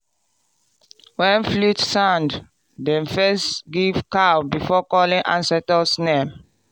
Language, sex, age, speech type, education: Nigerian Pidgin, female, 30-45, spontaneous, tertiary